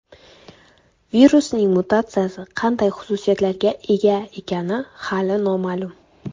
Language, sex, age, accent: Uzbek, female, 18-24, Qoraqalpog'iston